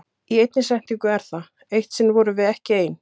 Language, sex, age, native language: Icelandic, female, 30-39, Icelandic